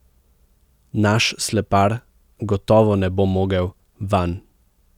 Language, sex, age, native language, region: Slovenian, male, 18-29, Slovenian, Central Slovenia